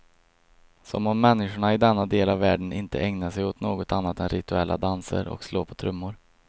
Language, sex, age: Swedish, male, 22